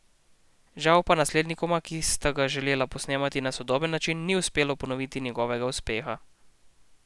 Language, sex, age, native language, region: Slovenian, male, 18-29, Slovenian, Posavska region